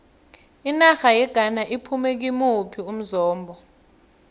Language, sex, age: South Ndebele, female, 23